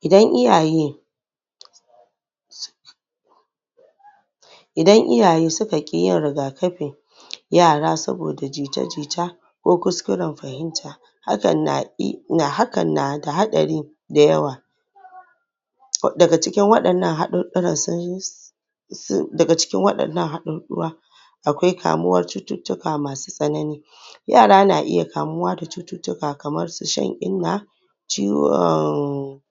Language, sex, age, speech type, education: Hausa, female, 15-29, spontaneous, tertiary